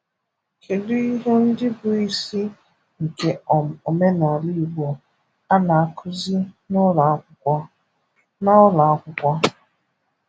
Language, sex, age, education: Igbo, female, 15-29, tertiary